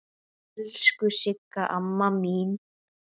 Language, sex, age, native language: Icelandic, male, 9, Icelandic